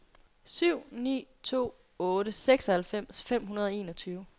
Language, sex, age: Danish, female, 22